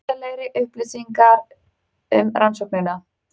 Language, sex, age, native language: Icelandic, female, 30-39, Icelandic